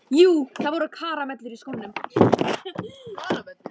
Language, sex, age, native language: Icelandic, female, 13, Icelandic